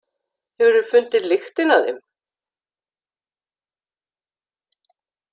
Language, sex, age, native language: Icelandic, female, 60-69, Icelandic